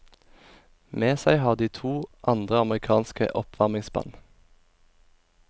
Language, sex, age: Norwegian, male, 24